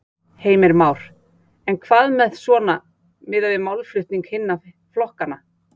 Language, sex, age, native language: Icelandic, female, 40-49, Icelandic